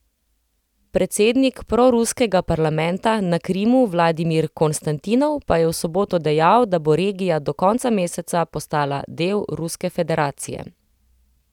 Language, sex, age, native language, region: Slovenian, female, 30-49, Slovenian, Central Slovenia